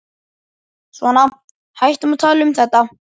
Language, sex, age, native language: Icelandic, male, 11, Icelandic